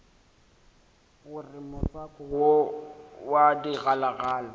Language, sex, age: Northern Sotho, male, 18